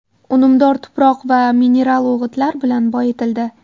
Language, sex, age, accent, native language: Uzbek, female, 18-24, Qashqadaryo, Uzbek